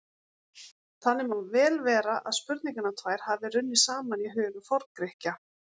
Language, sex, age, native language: Icelandic, female, 40-49, Icelandic